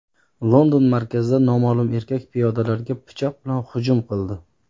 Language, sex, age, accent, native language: Uzbek, male, 30-39, Farg'ona, Uzbek